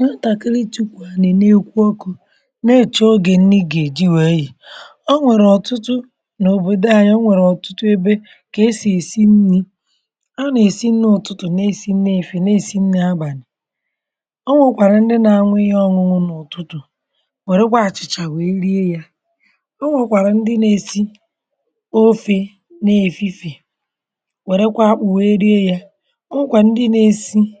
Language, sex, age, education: Igbo, male, 30-45, tertiary